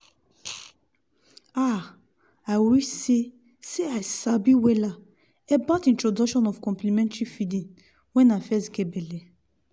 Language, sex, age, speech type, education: Nigerian Pidgin, female, 30-45, spontaneous, tertiary